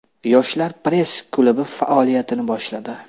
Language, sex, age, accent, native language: Uzbek, male, 25-34, Namangan, Uzbek